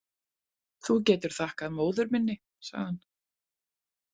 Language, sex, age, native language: Icelandic, female, 40-49, Icelandic